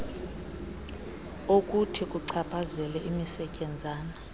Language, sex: Xhosa, female